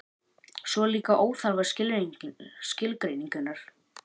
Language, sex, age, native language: Icelandic, male, 18-19, Icelandic